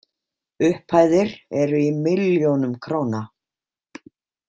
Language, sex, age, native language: Icelandic, female, 50-59, Icelandic